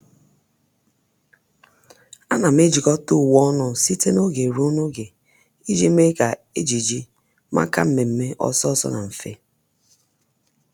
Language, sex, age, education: Igbo, female, 30-45, tertiary